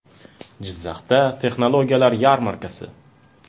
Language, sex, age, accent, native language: Uzbek, male, 19-29, Farg'ona, Uzbek